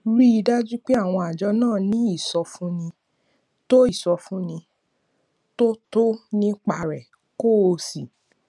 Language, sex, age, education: Yoruba, female, 15-29, tertiary